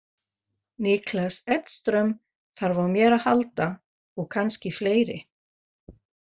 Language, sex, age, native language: Icelandic, female, 50-59, Faroese